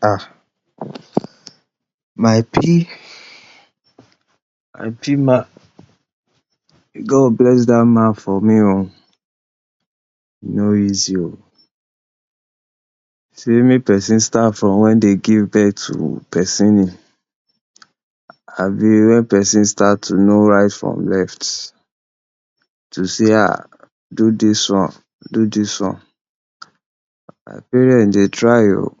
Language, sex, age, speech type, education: Nigerian Pidgin, male, 60+, spontaneous, tertiary